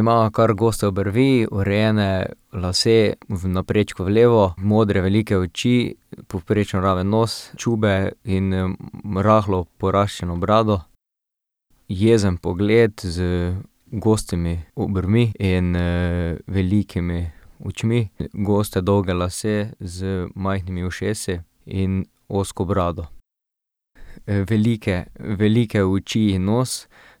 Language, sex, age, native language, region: Slovenian, male, 18-29, Slovenian, Drava region